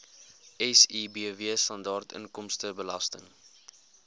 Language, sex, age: Afrikaans, male, 20